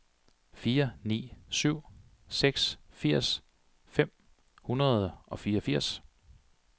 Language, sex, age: Danish, male, 42